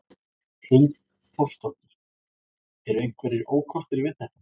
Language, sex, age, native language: Icelandic, male, 20-29, Icelandic